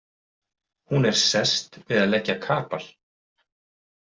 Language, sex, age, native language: Icelandic, male, 40-49, Icelandic